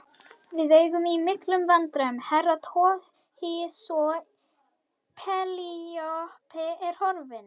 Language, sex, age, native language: Icelandic, female, 21, Icelandic